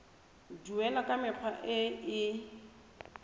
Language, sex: Tswana, female